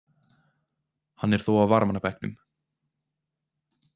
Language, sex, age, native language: Icelandic, male, 20-29, Icelandic